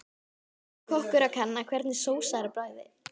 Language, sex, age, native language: Icelandic, female, 12, Icelandic